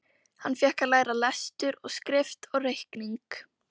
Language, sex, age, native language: Icelandic, female, 12, Icelandic